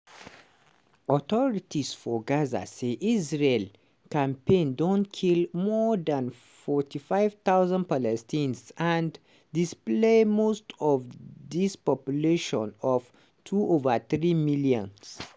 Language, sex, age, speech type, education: Nigerian Pidgin, male, 30-45, spontaneous, tertiary